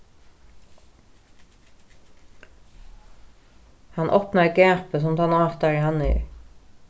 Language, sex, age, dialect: Faroese, female, 36-60, Norðurstreymoy/Eysturoy